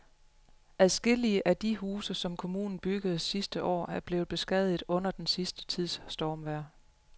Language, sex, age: Danish, female, 35